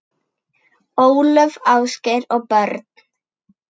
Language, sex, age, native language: Icelandic, female, 9, Icelandic